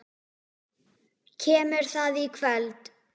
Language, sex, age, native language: Icelandic, female, 10, Icelandic